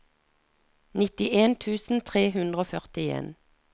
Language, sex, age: Norwegian, female, 49